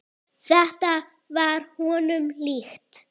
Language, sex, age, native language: Icelandic, female, 8, Icelandic